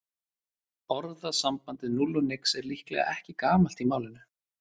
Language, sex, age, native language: Icelandic, male, 30-39, Icelandic